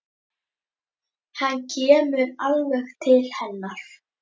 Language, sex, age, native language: Icelandic, female, 10, Icelandic